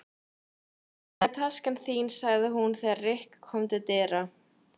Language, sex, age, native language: Icelandic, female, 18-19, Icelandic